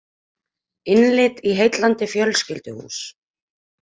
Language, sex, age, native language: Icelandic, female, 30-39, Icelandic